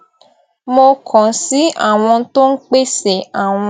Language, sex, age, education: Yoruba, female, 15-29, tertiary